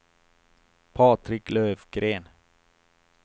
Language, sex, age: Swedish, male, 28